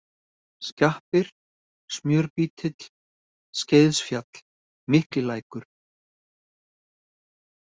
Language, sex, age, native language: Icelandic, male, 50-59, Icelandic